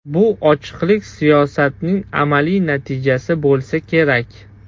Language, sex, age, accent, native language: Uzbek, male, 18-24, Toshkent shahri, Russian